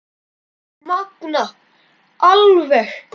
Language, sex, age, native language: Icelandic, male, 10, Icelandic